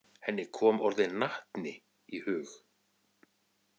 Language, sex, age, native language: Icelandic, male, 40-49, Icelandic